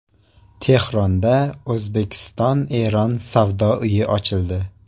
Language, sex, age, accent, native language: Uzbek, male, 18-24, Surxondaryo, Uzbek